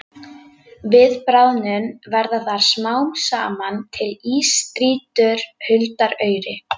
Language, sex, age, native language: Icelandic, female, 11, Icelandic